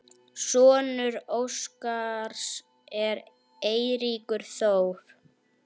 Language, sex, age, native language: Icelandic, female, 9, Icelandic